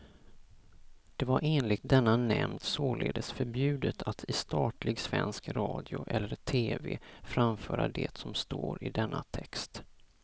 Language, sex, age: Swedish, male, 34